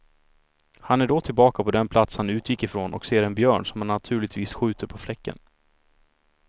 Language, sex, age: Swedish, male, 26